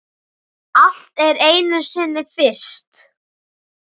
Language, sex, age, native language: Icelandic, male, 9, Icelandic